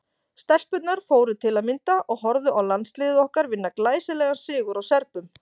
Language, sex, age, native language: Icelandic, female, 40-49, Icelandic